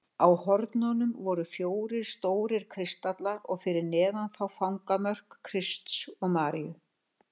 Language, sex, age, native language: Icelandic, female, 60-69, Icelandic